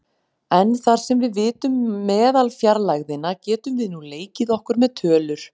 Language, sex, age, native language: Icelandic, female, 40-49, Icelandic